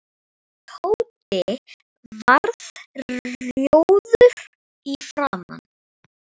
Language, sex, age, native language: Icelandic, female, 9, Icelandic